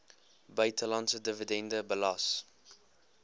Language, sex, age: Afrikaans, male, 20